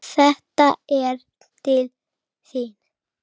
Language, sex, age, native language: Icelandic, female, 10, Icelandic